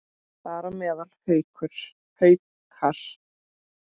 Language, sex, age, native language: Icelandic, female, 8, Icelandic